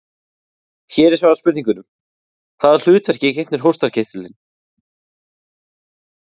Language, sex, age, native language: Icelandic, male, 20-29, Icelandic